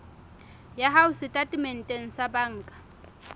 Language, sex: Southern Sotho, female